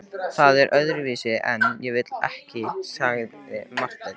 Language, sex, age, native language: Icelandic, male, 13, Icelandic